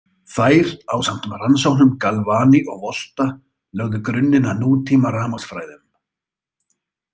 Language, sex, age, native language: Icelandic, male, 30-39, Icelandic